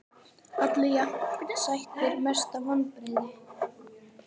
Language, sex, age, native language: Icelandic, female, 18-19, Icelandic